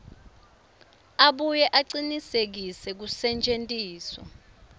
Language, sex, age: Swati, female, 24